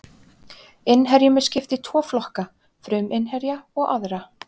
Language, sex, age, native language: Icelandic, female, 30-39, Icelandic